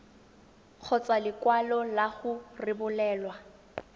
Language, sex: Tswana, female